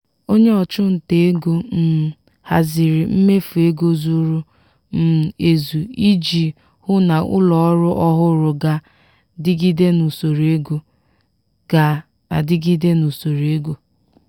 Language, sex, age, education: Igbo, female, 15-29, tertiary